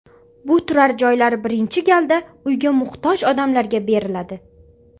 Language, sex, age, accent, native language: Uzbek, female, under 19, Farg'ona, Uzbek